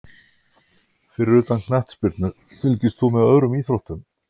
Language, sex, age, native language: Icelandic, male, 50-59, Icelandic